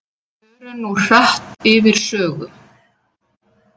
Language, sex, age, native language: Icelandic, female, 70-79, Icelandic